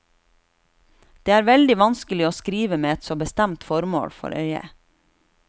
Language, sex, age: Norwegian, female, 36